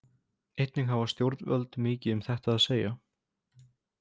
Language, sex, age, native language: Icelandic, male, 20-29, Icelandic